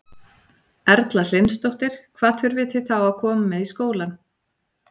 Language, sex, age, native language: Icelandic, female, 40-49, Icelandic